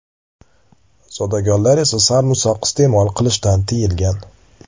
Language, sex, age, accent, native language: Uzbek, male, 18-24, Andijon, Uzbek